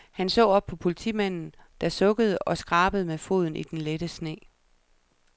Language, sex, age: Danish, female, 37